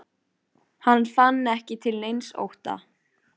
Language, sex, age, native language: Icelandic, female, 14, Icelandic